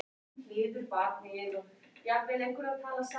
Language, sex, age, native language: Icelandic, male, 14, Icelandic